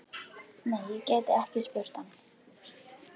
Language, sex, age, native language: Icelandic, female, 12, Icelandic